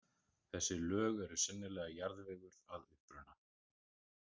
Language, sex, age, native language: Icelandic, male, 40-49, Icelandic